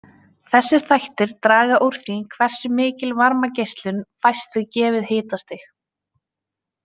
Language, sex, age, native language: Icelandic, female, 20-29, Icelandic